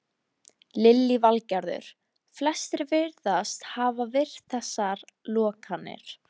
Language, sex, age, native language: Icelandic, female, 13, Icelandic